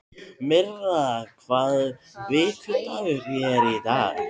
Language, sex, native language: Icelandic, other, Thai